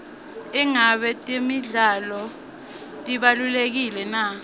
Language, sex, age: Swati, female, 20